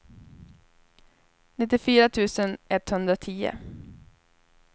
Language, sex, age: Swedish, female, 21